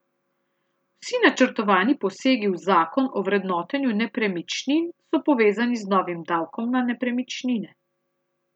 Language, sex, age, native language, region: Slovenian, female, 30-49, Slovenian, Central Slovenia